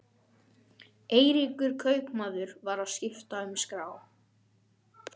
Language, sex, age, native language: Icelandic, male, 12, Icelandic